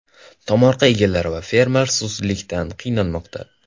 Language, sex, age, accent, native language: Uzbek, male, 12-17, Toshkent viloyati, Kazakh